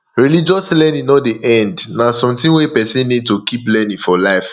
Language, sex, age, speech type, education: Nigerian Pidgin, male, 15-29, spontaneous, tertiary